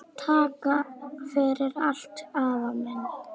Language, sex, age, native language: Icelandic, female, 9, Icelandic